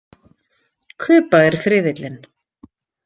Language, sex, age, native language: Icelandic, female, 50-59, Icelandic